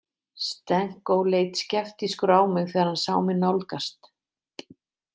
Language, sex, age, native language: Icelandic, female, 50-59, Icelandic